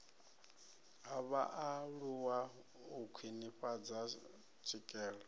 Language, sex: Venda, male